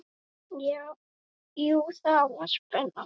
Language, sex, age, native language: Icelandic, female, 8, Icelandic